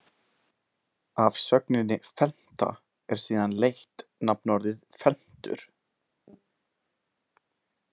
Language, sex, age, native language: Icelandic, male, 20-29, Icelandic